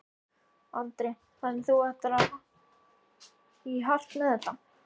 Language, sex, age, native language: Icelandic, male, 13, Icelandic